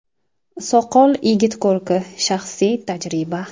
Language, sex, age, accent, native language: Uzbek, female, 19-29, Jizzax, Uzbek